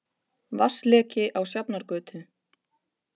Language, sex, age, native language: Icelandic, female, 30-39, Icelandic